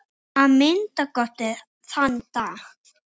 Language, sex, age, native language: Icelandic, male, 6, Icelandic